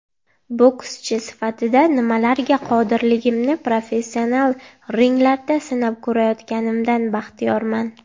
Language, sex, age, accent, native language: Uzbek, female, 18-24, Andijon, Uzbek